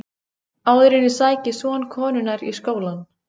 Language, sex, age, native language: Icelandic, female, 15, Icelandic